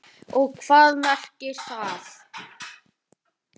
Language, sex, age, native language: Icelandic, male, 18-19, Icelandic